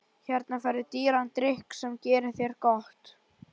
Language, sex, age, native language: Icelandic, male, 11, Icelandic